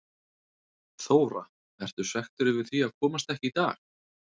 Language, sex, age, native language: Icelandic, male, 30-39, Icelandic